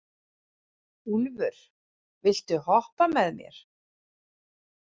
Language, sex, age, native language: Icelandic, female, 40-49, Icelandic